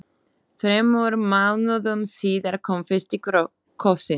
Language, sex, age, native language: Icelandic, female, 20-29, Slovak